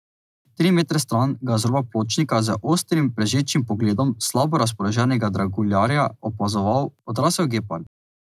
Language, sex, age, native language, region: Slovenian, male, 18-29, Slovenian, Drava region